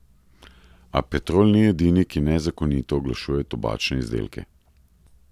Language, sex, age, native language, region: Slovenian, male, 30-49, Slovenian, Central Slovenia